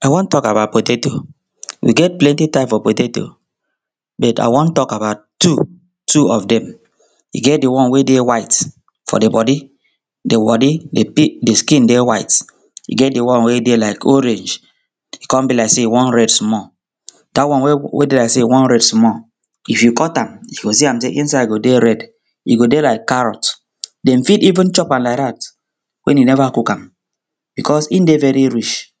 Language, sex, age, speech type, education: Nigerian Pidgin, male, 30-45, spontaneous, tertiary